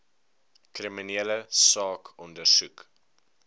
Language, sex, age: Afrikaans, male, 19